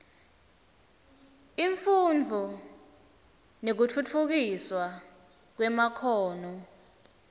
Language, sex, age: Swati, female, 19